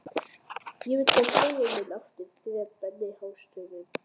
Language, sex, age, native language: Icelandic, male, 11, Icelandic